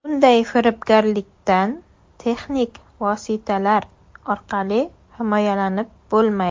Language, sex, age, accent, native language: Uzbek, female, 18-24, Surxondaryo, Uzbek